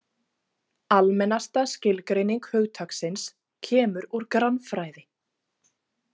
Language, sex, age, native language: Icelandic, female, 30-39, Icelandic